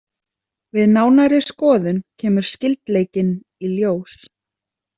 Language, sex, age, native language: Icelandic, female, 30-39, Icelandic